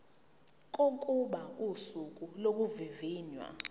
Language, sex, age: Zulu, female, 19